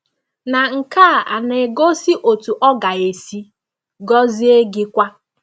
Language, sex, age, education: Igbo, female, 15-29, tertiary